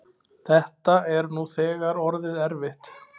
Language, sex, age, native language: Icelandic, male, 20-29, Icelandic